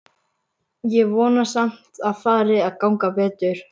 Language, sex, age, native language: Icelandic, male, 11, Icelandic